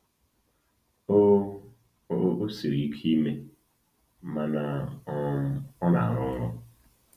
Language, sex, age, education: Igbo, male, 30-45, tertiary